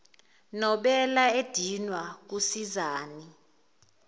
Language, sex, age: Zulu, female, 19